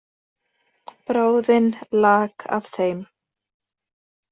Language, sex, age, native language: Icelandic, female, 30-39, Icelandic